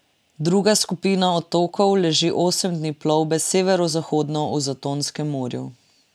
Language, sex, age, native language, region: Slovenian, female, 18-29, Slovenian, Drava region